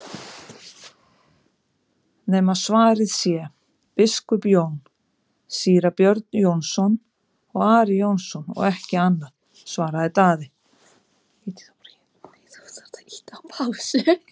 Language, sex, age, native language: Icelandic, female, 50-59, Icelandic